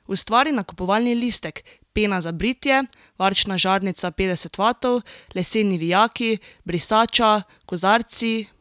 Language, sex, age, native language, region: Slovenian, female, 18-29, Slovenian, Drava region